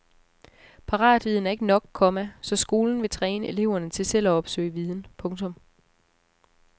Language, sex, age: Danish, female, 34